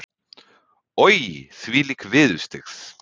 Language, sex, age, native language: Icelandic, male, 30-39, Icelandic